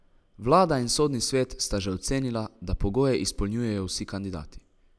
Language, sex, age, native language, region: Slovenian, male, 18-29, Slovenian, Savinja region